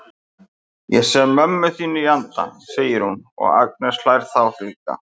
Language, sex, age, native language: Icelandic, male, 50-59, Icelandic